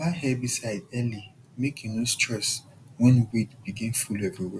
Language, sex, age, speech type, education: Nigerian Pidgin, male, 30-45, spontaneous, tertiary